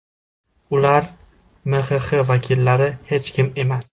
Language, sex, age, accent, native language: Uzbek, male, 18-24, Jizzax, Uzbek